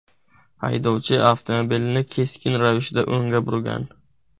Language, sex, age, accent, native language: Uzbek, male, 18-24, Buxoro, Uzbek